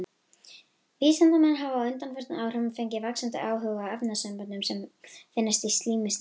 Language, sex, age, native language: Icelandic, female, 18-19, Icelandic